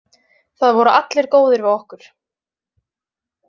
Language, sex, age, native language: Icelandic, female, 20-29, Icelandic